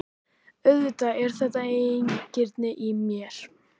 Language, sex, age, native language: Icelandic, male, 11, Icelandic